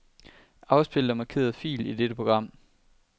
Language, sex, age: Danish, male, 23